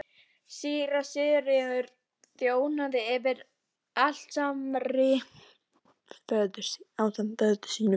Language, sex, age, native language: Icelandic, female, 12, Icelandic